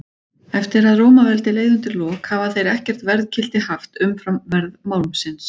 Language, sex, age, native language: Icelandic, female, 40-49, Icelandic